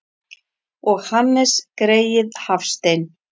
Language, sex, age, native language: Icelandic, female, 40-49, Icelandic